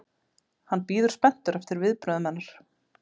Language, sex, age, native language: Icelandic, female, 30-39, Icelandic